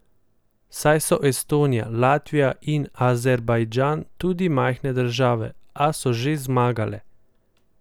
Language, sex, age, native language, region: Slovenian, male, 18-29, Slovenian, Central Slovenia